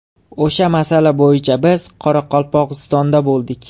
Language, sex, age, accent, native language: Uzbek, male, 18-24, Jizzax, Uzbek